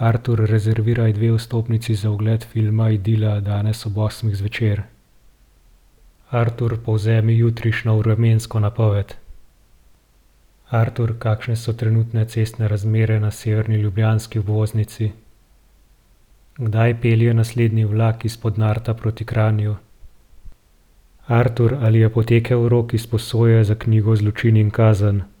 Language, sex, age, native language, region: Slovenian, male, 30-49, Slovenian, Gorenjska region